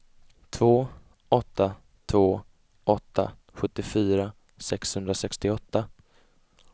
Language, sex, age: Swedish, male, 20